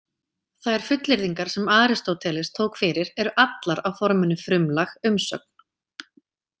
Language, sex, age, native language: Icelandic, female, 30-39, Icelandic